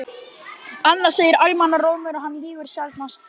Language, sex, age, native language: Icelandic, male, 12, Icelandic